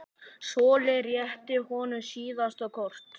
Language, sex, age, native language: Icelandic, male, 9, Icelandic